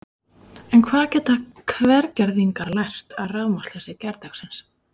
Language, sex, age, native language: Icelandic, female, 40-49, Icelandic